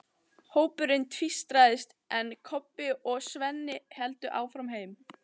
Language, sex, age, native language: Icelandic, other, 14, Icelandic